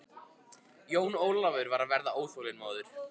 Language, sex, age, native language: Icelandic, male, 50-59, Icelandic